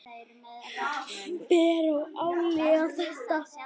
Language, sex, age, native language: Icelandic, female, 9, Icelandic